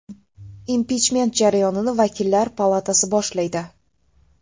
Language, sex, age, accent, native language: Uzbek, female, 18-24, Toshkent shahri, Uzbek